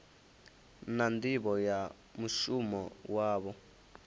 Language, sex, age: Venda, male, 19